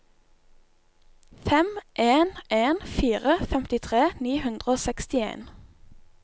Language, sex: Norwegian, female